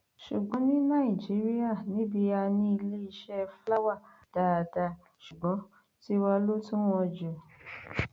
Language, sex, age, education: Yoruba, female, 30-45, tertiary